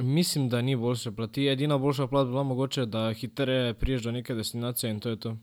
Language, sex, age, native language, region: Slovenian, male, 12-17, Slovenian, Drava region